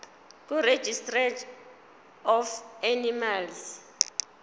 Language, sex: Zulu, female